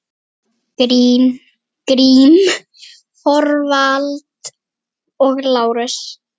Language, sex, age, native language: Icelandic, female, 8, Icelandic